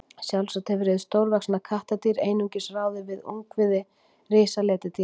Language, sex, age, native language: Icelandic, female, 40-49, Icelandic